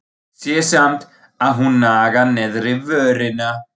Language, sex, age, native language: Icelandic, male, 40-49, German